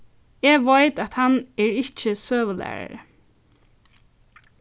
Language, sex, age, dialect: Faroese, female, 15-35, Norðurstreymoy/Eysturoy